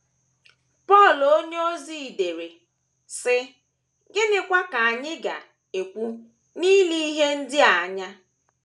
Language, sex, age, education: Igbo, female, 15-29, tertiary